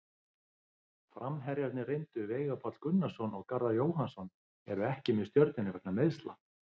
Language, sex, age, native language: Icelandic, male, 50-59, Icelandic